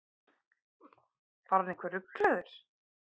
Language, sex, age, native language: Icelandic, female, 30-39, Icelandic